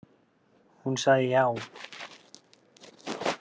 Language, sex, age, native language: Icelandic, male, 30-39, Icelandic